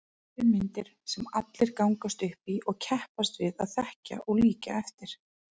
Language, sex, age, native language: Icelandic, female, 30-39, Icelandic